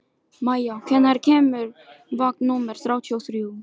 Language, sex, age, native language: Icelandic, other, 13, Filipino